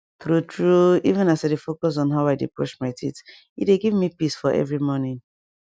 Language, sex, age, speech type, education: Nigerian Pidgin, female, 15-29, spontaneous, tertiary